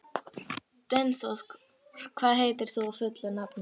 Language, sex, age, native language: Icelandic, female, 18-19, Icelandic